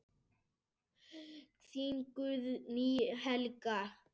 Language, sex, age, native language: Icelandic, male, 7, Icelandic